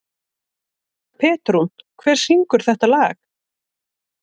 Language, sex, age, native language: Icelandic, female, 30-39, Icelandic